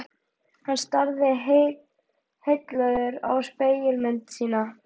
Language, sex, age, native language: Icelandic, female, 12, Icelandic